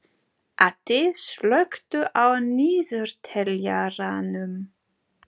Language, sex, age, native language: Icelandic, female, 40-49, German